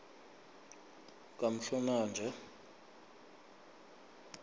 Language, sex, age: South Ndebele, male, 25